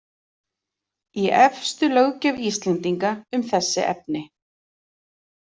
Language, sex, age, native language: Icelandic, female, 40-49, Icelandic